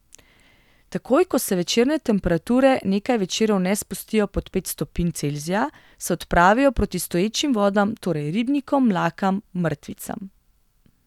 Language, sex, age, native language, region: Slovenian, female, 18-29, Slovenian, Gorenjska region